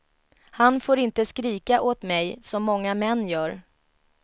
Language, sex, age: Swedish, female, 33